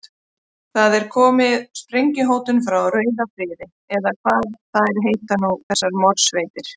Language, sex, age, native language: Icelandic, female, 30-39, Icelandic